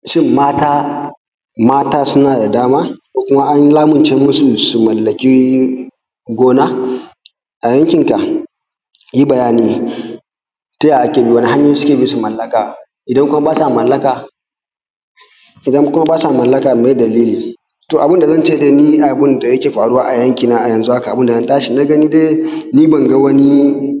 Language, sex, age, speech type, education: Hausa, male, 15-29, spontaneous, tertiary